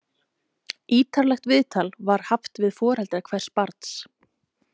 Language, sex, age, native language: Icelandic, female, 30-39, Icelandic